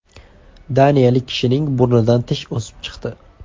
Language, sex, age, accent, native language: Uzbek, male, 18-24, Andijon, Uzbek